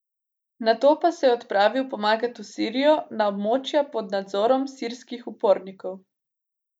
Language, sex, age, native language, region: Slovenian, female, 18-29, Slovenian, Gorica region